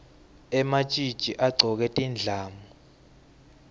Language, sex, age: Swati, male, 18